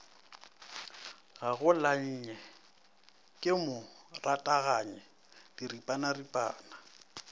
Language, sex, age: Northern Sotho, male, 19